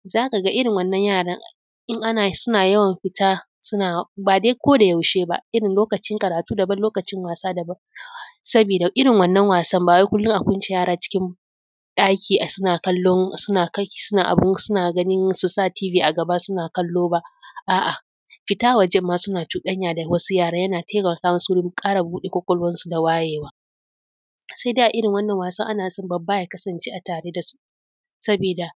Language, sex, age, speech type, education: Hausa, female, 15-29, spontaneous, tertiary